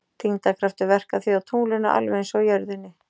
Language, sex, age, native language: Icelandic, female, 40-49, Icelandic